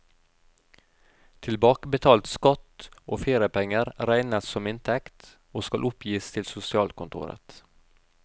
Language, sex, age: Norwegian, male, 32